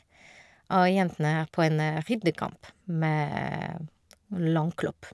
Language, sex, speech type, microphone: Norwegian, female, spontaneous, Shure